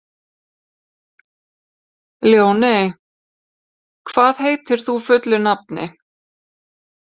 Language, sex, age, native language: Icelandic, female, 50-59, Icelandic